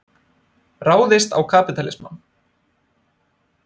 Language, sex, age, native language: Icelandic, male, 20-29, Icelandic